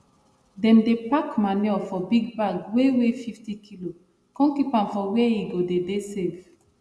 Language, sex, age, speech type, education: Nigerian Pidgin, female, 30-45, spontaneous, tertiary